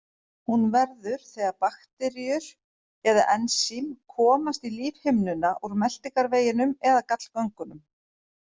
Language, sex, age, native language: Icelandic, female, 40-49, Icelandic